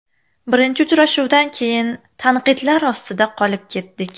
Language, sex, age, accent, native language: Uzbek, female, 18-24, Farg'ona, Uzbek